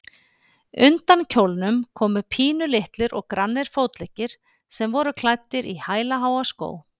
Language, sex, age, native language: Icelandic, female, 50-59, Icelandic